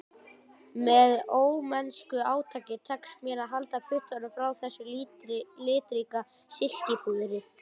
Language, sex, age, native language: Icelandic, female, 18-19, Icelandic